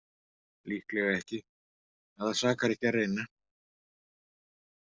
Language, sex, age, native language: Icelandic, male, 40-49, Icelandic